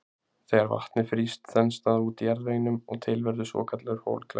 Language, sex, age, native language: Icelandic, male, 20-29, Icelandic